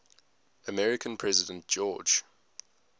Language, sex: English, male